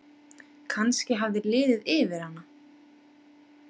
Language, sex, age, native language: Icelandic, female, 8, Icelandic